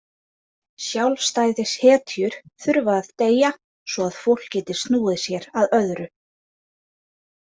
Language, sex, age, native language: Icelandic, female, 20-29, Icelandic